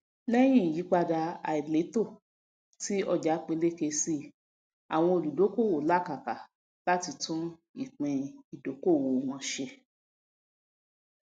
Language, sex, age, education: Yoruba, female, 46-60, tertiary